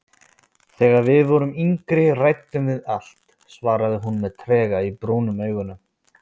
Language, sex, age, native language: Icelandic, male, 20-29, Icelandic